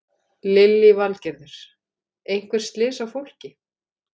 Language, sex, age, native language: Icelandic, female, 40-49, Icelandic